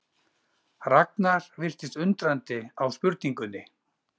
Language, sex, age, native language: Icelandic, male, 40-49, Icelandic